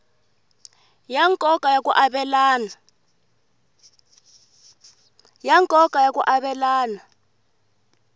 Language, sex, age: Tsonga, female, 21